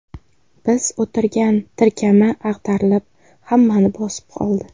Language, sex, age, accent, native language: Uzbek, female, 18-24, Qashqadaryo, Uzbek